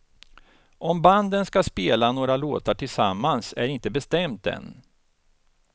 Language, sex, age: Swedish, male, 49